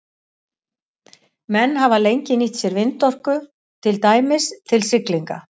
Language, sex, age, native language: Icelandic, female, 60-69, Icelandic